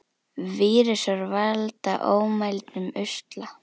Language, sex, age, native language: Icelandic, female, 10, Icelandic